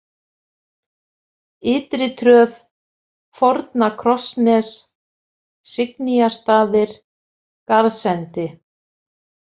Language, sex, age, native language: Icelandic, female, 50-59, Icelandic